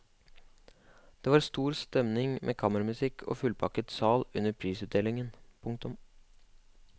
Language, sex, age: Norwegian, male, 25